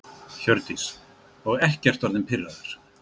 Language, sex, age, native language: Icelandic, male, 60-69, Icelandic